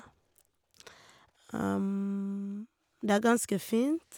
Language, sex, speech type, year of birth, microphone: Norwegian, female, spontaneous, 1988, Shure